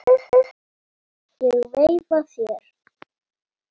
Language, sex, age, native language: Icelandic, female, 7, Icelandic